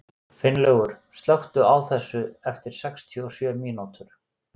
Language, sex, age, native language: Icelandic, male, 40-49, Icelandic